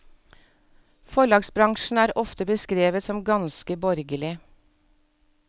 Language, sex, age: Norwegian, female, 47